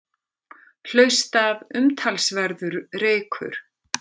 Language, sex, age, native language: Icelandic, female, 50-59, Icelandic